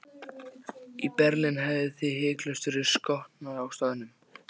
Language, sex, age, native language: Icelandic, male, 14, Icelandic